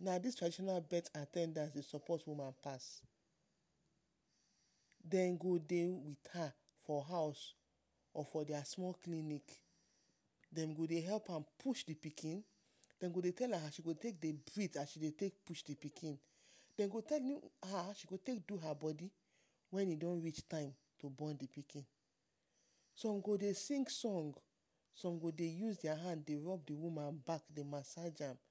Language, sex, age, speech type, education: Nigerian Pidgin, female, 30-45, spontaneous, tertiary